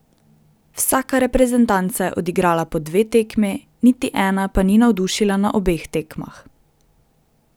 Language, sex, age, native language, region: Slovenian, female, 18-29, Slovenian, Drava region